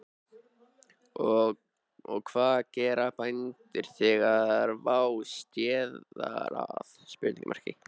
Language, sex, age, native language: Icelandic, male, 13, Icelandic